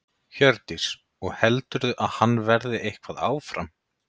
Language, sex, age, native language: Icelandic, male, 30-39, Icelandic